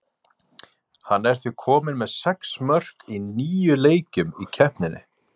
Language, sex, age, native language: Icelandic, male, 40-49, Icelandic